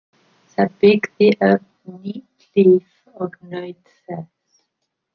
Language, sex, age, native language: Icelandic, female, 50-59, English